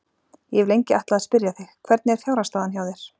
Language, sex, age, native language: Icelandic, female, 40-49, Icelandic